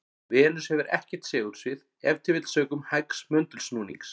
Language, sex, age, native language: Icelandic, male, 40-49, Icelandic